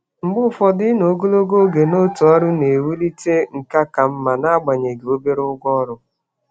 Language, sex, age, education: Igbo, male, 30-45, tertiary